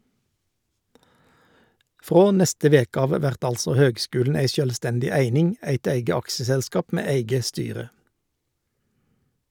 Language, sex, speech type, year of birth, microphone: Norwegian, male, read, 1951, Shure